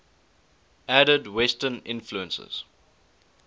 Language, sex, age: English, male, 19